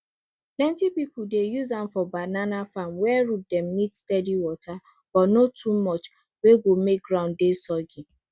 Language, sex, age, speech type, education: Nigerian Pidgin, female, 30-45, spontaneous, tertiary